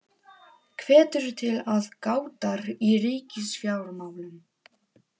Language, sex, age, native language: Icelandic, female, 18-19, Polish